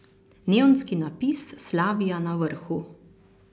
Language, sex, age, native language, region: Slovenian, female, 30-49, Slovenian, Carinthia region